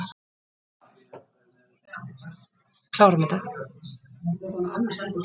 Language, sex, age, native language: Icelandic, female, 50-59, Icelandic